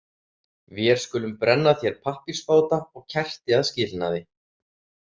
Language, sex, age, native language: Icelandic, male, 30-39, Icelandic